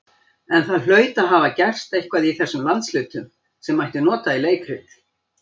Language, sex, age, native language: Icelandic, female, 60-69, Icelandic